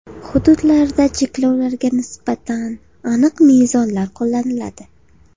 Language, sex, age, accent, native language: Uzbek, female, 18-24, Farg'ona, Uzbek